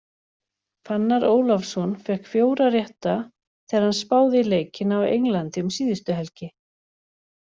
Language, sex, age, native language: Icelandic, female, 40-49, Icelandic